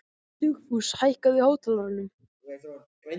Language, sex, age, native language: Icelandic, male, 14, Icelandic